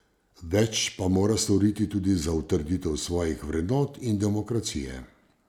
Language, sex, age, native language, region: Slovenian, male, 50-59, Slovenian, Savinja region